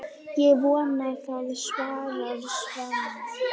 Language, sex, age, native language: Icelandic, female, 9, Icelandic